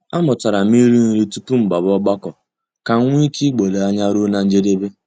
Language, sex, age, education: Igbo, male, 15-29, tertiary